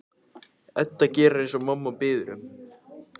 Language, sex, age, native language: Icelandic, male, 14, Icelandic